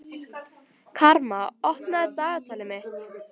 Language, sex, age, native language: Icelandic, female, 13, Icelandic